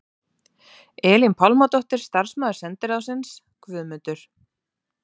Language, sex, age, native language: Icelandic, female, 30-39, Icelandic